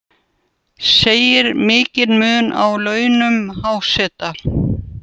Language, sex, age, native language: Icelandic, female, 70-79, Russian